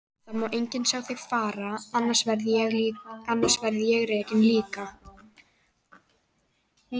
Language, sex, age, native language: Icelandic, female, 18-19, Icelandic